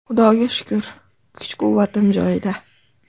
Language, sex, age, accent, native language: Uzbek, female, 25-34, Andijon, Uzbek